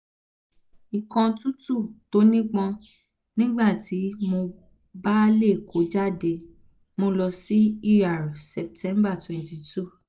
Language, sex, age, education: Yoruba, female, 15-29, tertiary